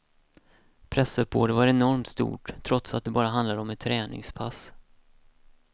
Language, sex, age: Swedish, male, 31